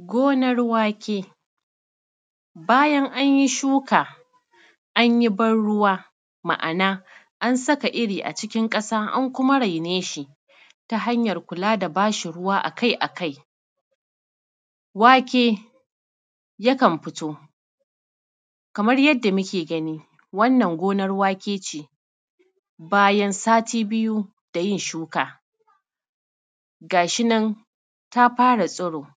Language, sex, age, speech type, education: Hausa, female, 30-45, spontaneous, secondary